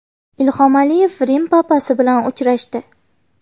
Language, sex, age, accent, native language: Uzbek, female, 18-24, Farg'ona, Uzbek